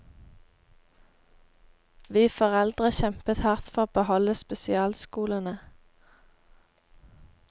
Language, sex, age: Norwegian, female, 18